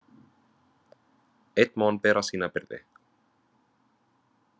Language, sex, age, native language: Icelandic, male, 20-29, Vietnamese